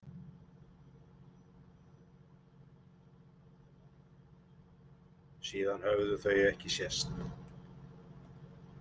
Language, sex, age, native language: Icelandic, male, 50-59, Icelandic